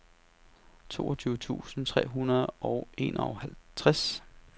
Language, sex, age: Danish, male, 33